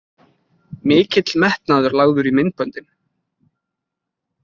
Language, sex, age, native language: Icelandic, male, 20-29, Icelandic